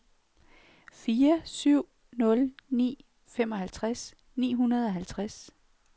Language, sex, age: Danish, female, 46